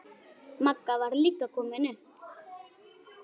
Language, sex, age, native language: Icelandic, female, 8, Icelandic